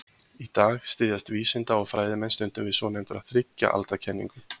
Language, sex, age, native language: Icelandic, male, 20-29, Icelandic